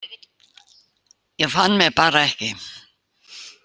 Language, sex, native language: Icelandic, female, Icelandic